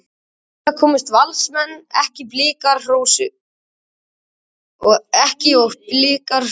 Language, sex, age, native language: Icelandic, male, 18-19, Icelandic